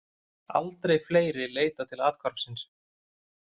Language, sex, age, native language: Icelandic, male, 30-39, Icelandic